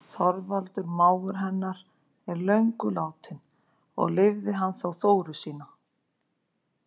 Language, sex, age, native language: Icelandic, female, 40-49, Icelandic